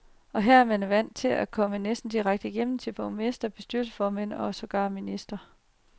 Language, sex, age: Danish, female, 30